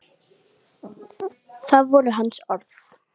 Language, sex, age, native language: Icelandic, female, 8, Icelandic